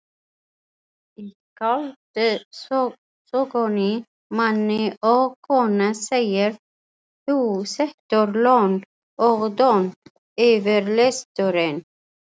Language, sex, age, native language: Icelandic, female, 40-49, Icelandic